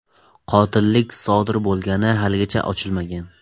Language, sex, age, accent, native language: Uzbek, male, 18-24, Toshkent viloyati, Tajik